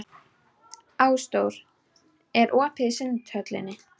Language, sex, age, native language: Icelandic, female, 12, Icelandic